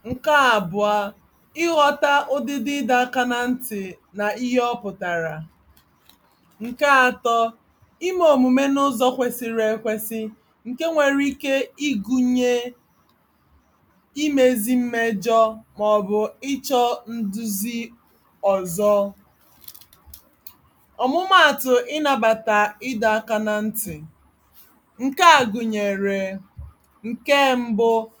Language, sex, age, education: Igbo, female, 30-45, tertiary